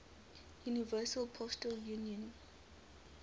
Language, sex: English, female